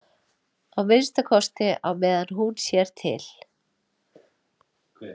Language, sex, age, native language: Icelandic, female, 30-39, Icelandic